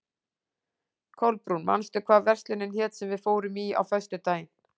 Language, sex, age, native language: Icelandic, female, 40-49, Icelandic